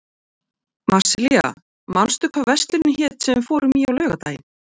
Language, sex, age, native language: Icelandic, female, 40-49, Icelandic